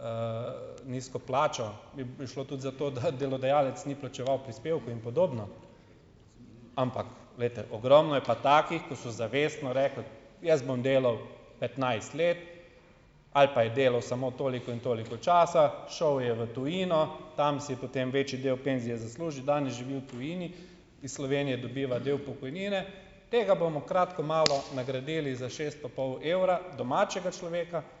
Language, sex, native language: Slovenian, male, Slovenian